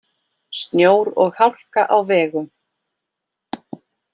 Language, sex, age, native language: Icelandic, female, 40-49, Icelandic